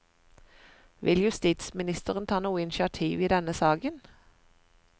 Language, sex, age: Norwegian, female, 41